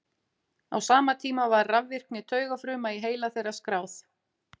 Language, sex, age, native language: Icelandic, female, 40-49, Icelandic